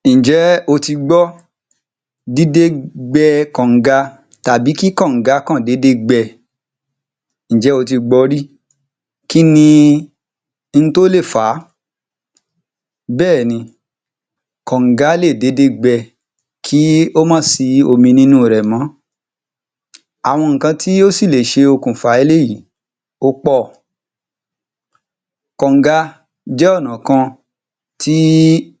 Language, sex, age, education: Yoruba, male, 30-45, tertiary